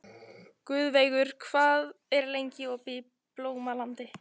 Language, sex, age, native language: Icelandic, female, 14, Icelandic